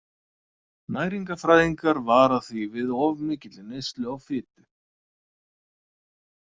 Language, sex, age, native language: Icelandic, male, 30-39, Icelandic